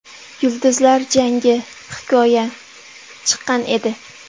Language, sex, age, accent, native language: Uzbek, female, 18-24, Samarqand, Uzbek